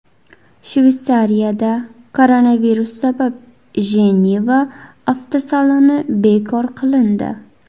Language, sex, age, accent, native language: Uzbek, female, 18-24, Buxoro, Uzbek